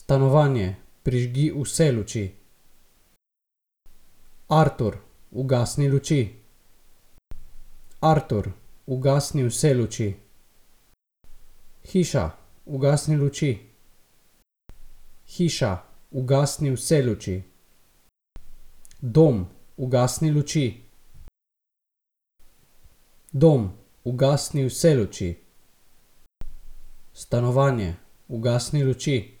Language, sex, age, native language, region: Slovenian, male, 18-29, Slovenian, Gorica region